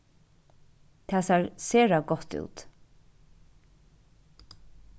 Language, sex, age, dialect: Faroese, female, 36-60, Suðurstreymoy